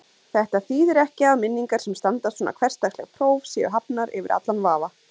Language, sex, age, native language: Icelandic, female, 20-29, Icelandic